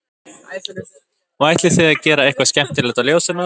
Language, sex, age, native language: Icelandic, male, 20-29, Icelandic